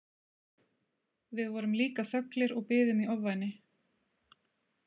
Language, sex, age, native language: Icelandic, female, 30-39, Icelandic